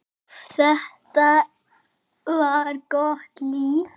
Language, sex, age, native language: Icelandic, male, 10, Icelandic